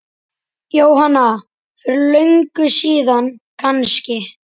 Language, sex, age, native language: Icelandic, male, 10, Icelandic